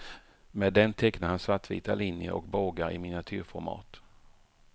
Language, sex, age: Swedish, male, 48